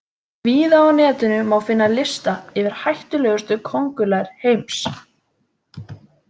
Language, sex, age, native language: Icelandic, female, 20-29, Icelandic